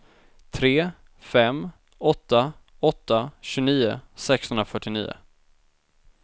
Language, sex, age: Swedish, male, 19